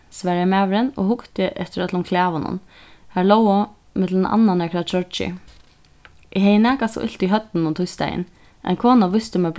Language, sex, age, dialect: Faroese, female, 15-35, Suðurstreymoy